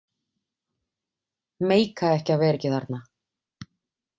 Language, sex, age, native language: Icelandic, female, 40-49, Icelandic